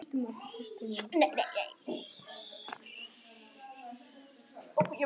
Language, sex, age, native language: Icelandic, female, 8, Icelandic